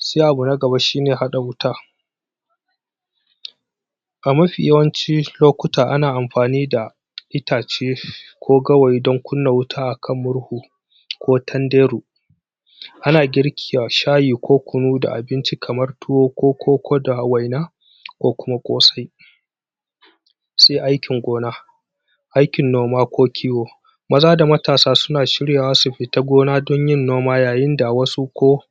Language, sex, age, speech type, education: Hausa, male, 30-45, spontaneous, tertiary